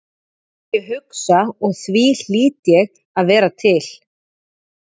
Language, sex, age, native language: Icelandic, female, 40-49, Icelandic